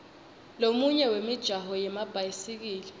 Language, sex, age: Swati, female, 21